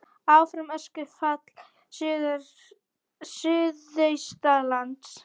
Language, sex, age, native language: Icelandic, female, 40-49, Icelandic